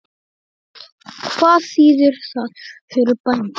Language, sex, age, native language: Icelandic, male, 8, Icelandic